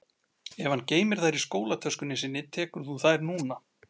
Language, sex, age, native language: Icelandic, male, 40-49, Icelandic